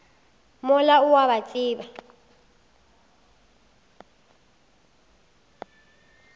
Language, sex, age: Northern Sotho, female, 19